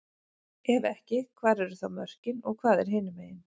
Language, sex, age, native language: Icelandic, female, 40-49, Icelandic